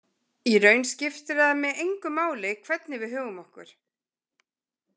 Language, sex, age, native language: Icelandic, female, 20-29, Icelandic